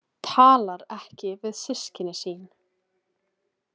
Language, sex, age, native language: Icelandic, female, 20-29, Icelandic